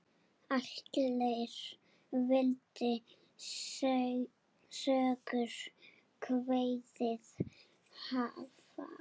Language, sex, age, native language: Icelandic, female, 8, Serbo-Croatian